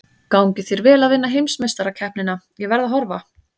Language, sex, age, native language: Icelandic, female, 30-39, Icelandic